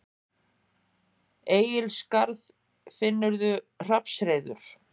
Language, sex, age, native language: Icelandic, female, 50-59, Icelandic